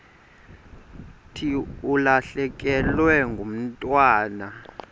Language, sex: Xhosa, male